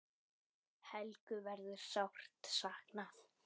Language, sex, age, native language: Icelandic, male, 10, Icelandic